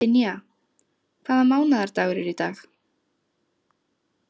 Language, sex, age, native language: Icelandic, female, 30-39, Icelandic